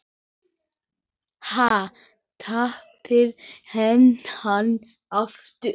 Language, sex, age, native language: Icelandic, male, 10, Icelandic